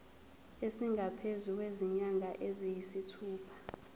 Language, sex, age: Zulu, female, 23